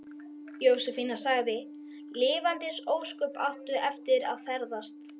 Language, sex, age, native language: Icelandic, male, 12, Icelandic